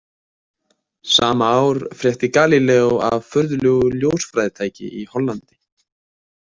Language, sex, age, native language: Icelandic, male, 20-29, Icelandic